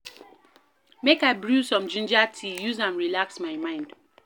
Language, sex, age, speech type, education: Nigerian Pidgin, female, 15-29, read, primary